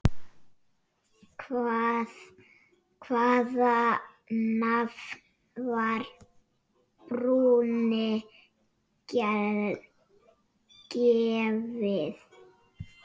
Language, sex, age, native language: Icelandic, male, 6, Icelandic